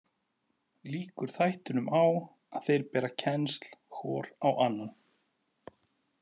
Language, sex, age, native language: Icelandic, male, 40-49, Icelandic